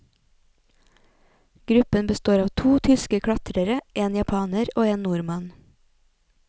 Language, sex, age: Norwegian, female, 28